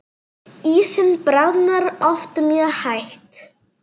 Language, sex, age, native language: Icelandic, female, 9, Serbo-Croatian